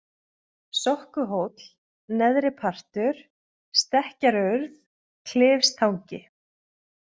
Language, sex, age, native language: Icelandic, female, 20-29, Icelandic